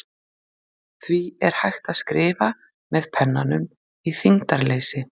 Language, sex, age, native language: Icelandic, female, 40-49, Icelandic